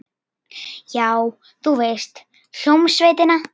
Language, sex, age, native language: Icelandic, female, 40-49, Icelandic